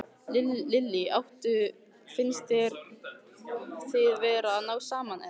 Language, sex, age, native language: Icelandic, female, 15, Icelandic